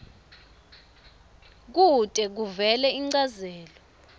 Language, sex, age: Swati, female, 24